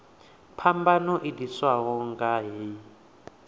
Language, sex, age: Venda, male, 28